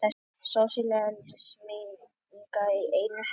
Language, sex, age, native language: Icelandic, male, 50-59, Icelandic